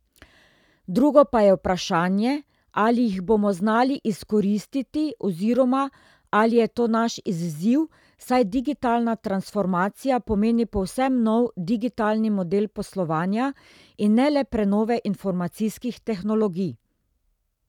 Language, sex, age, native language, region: Slovenian, female, 30-49, Slovenian, Drava region